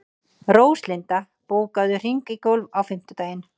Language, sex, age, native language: Icelandic, female, 30-39, Icelandic